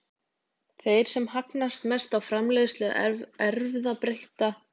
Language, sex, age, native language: Icelandic, female, 20-29, Icelandic